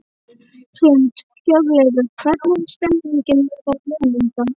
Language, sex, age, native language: Icelandic, female, 11, Icelandic